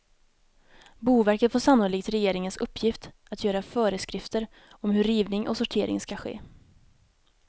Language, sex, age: Swedish, female, 19